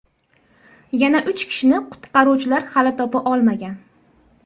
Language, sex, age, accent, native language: Uzbek, female, 18-24, Andijon, Uzbek